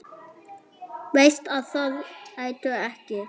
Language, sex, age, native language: Icelandic, female, 7, German